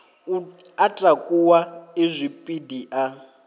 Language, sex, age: Venda, male, 23